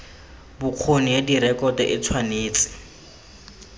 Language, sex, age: Tswana, male, 20